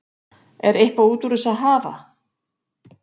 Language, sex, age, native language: Icelandic, female, 50-59, Icelandic